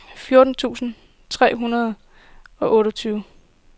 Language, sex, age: Danish, female, 18